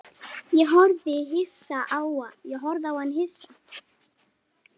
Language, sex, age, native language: Icelandic, male, 10, Icelandic